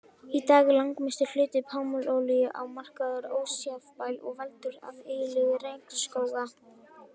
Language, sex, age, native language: Icelandic, female, 20-29, Icelandic